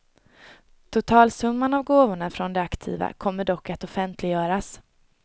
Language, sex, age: Swedish, female, 22